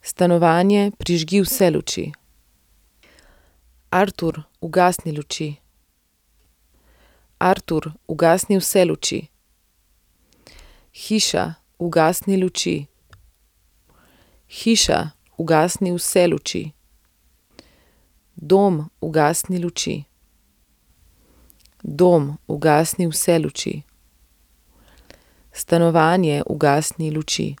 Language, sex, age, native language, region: Slovenian, female, 30-49, Slovenian, Central Slovenia